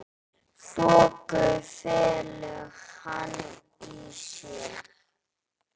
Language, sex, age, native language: Icelandic, male, 10, Icelandic